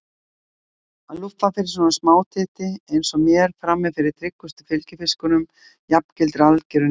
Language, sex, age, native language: Icelandic, female, 60-69, Icelandic